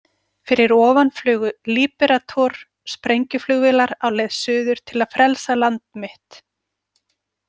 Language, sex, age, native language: Icelandic, female, 40-49, Icelandic